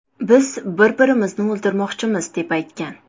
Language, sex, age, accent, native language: Uzbek, female, 18-24, Toshkent shahri, Uzbek